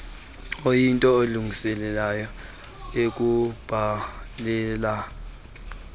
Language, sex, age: Xhosa, male, 19